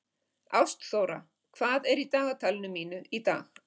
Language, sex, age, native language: Icelandic, female, 50-59, Icelandic